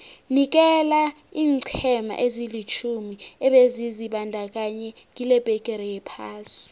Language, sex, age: South Ndebele, female, 18